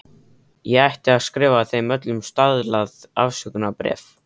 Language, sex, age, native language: Icelandic, male, 13, Icelandic